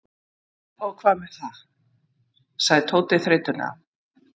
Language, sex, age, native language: Icelandic, female, 50-59, Icelandic